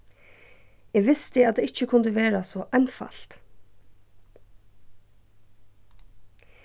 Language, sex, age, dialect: Faroese, female, 15-35, Suðurstreymoy